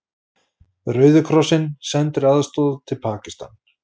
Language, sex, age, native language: Icelandic, male, 40-49, Icelandic